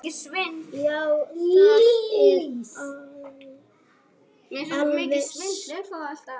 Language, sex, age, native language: Icelandic, female, 8, Icelandic